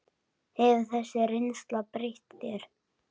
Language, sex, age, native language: Icelandic, male, 10, Icelandic